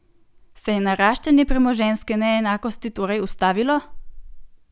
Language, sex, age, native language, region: Slovenian, female, 18-29, Slovenian, Gorenjska region